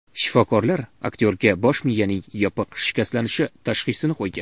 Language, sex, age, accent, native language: Uzbek, male, 18-24, Toshkent shahri, Uzbek